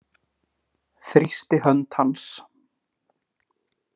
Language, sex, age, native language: Icelandic, male, 20-29, Icelandic